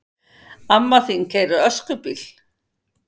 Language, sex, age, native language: Icelandic, female, 50-59, Icelandic